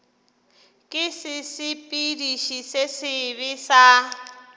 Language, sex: Northern Sotho, female